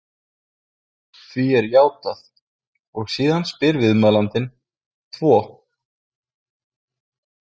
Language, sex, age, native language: Icelandic, male, 20-29, Icelandic